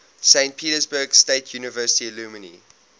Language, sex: English, male